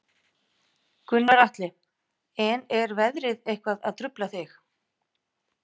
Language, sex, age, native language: Icelandic, female, 50-59, Icelandic